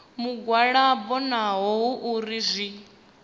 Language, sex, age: Venda, female, 25